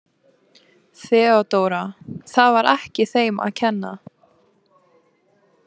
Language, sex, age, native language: Icelandic, female, 18-19, Icelandic